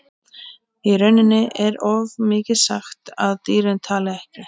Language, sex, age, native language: Icelandic, female, 20-29, Icelandic